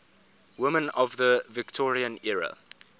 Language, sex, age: English, male, 24